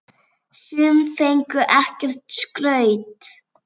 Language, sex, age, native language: Icelandic, female, 7, Icelandic